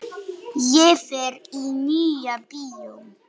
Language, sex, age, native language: Icelandic, male, 9, Polish